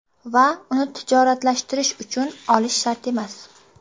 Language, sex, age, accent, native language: Uzbek, female, 18-24, Qashqadaryo, Uzbek